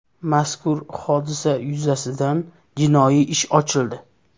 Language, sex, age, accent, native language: Uzbek, male, 18-24, Namangan, Uzbek